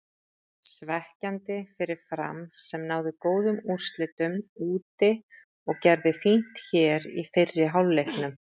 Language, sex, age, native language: Icelandic, female, 30-39, Icelandic